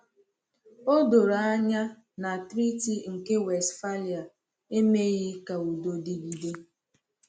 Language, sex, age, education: Igbo, female, 15-29, tertiary